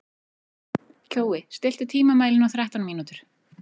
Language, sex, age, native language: Icelandic, female, 40-49, Icelandic